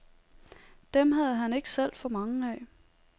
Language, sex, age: Danish, female, 30